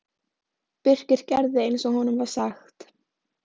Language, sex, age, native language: Icelandic, female, 13, Icelandic